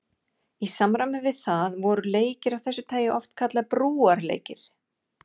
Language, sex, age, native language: Icelandic, female, 40-49, Icelandic